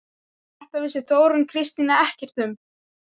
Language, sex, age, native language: Icelandic, male, 12, Icelandic